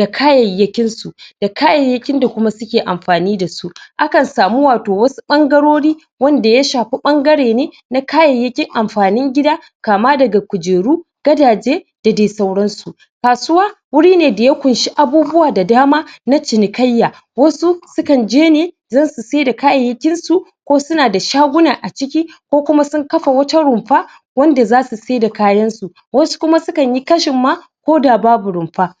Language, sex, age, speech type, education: Hausa, male, 15-29, spontaneous, secondary